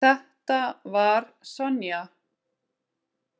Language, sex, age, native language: Icelandic, female, 30-39, Icelandic